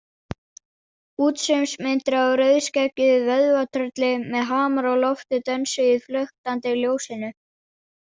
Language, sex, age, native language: Icelandic, female, 40-49, Danish